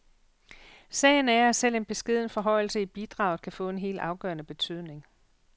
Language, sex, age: Danish, female, 48